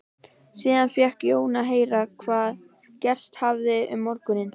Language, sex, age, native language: Icelandic, female, 12, Icelandic